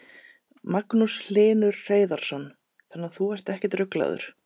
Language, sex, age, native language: Icelandic, female, 30-39, Icelandic